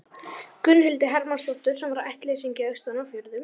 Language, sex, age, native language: Icelandic, female, 11, Icelandic